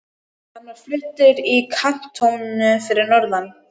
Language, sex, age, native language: Icelandic, female, 12, Icelandic